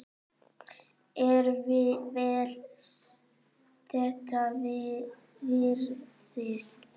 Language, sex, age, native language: Icelandic, female, 9, Icelandic